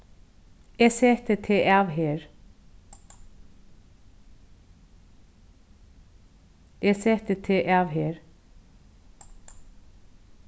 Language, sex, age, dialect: Faroese, female, 36-60, Norðurstreymoy/Eysturoy